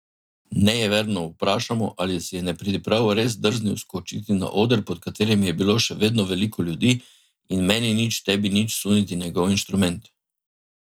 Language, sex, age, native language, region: Slovenian, male, 50-59, Slovenian, Drava region